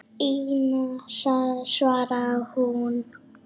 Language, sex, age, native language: Icelandic, female, 7, Icelandic